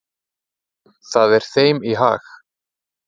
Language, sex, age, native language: Icelandic, male, 30-39, Icelandic